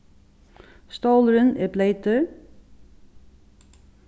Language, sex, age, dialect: Faroese, female, 36-60, Suðurstreymoy